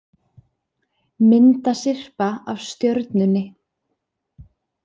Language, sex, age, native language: Icelandic, female, 20-29, Icelandic